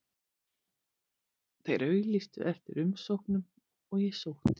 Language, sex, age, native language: Icelandic, female, 40-49, Icelandic